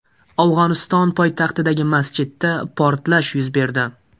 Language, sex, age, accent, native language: Uzbek, male, 18-24, Surxondaryo, Uzbek